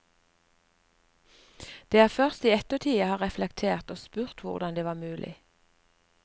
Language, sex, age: Norwegian, female, 59